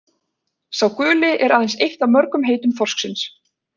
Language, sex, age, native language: Icelandic, female, 20-29, Icelandic